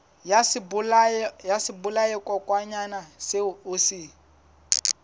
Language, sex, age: Southern Sotho, male, 20